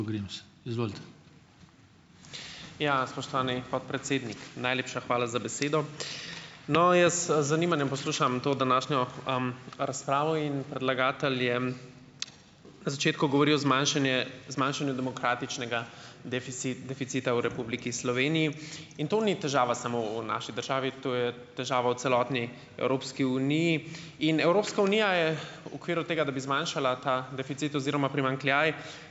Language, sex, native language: Slovenian, male, Slovenian